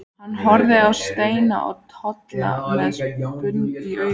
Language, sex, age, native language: Icelandic, female, 14, Icelandic